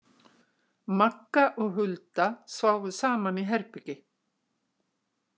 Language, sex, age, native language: Icelandic, female, 60-69, Icelandic